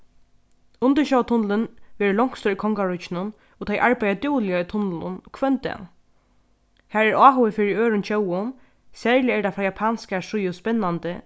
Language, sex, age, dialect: Faroese, female, 15-35, Norðurstreymoy/Eysturoy